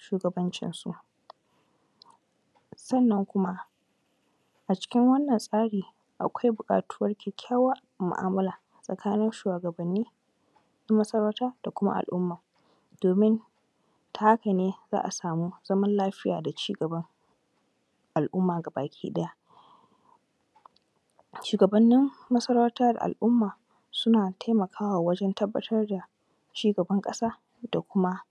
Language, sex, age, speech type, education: Hausa, female, 15-29, spontaneous, tertiary